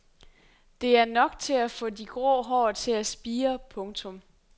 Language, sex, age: Danish, female, 23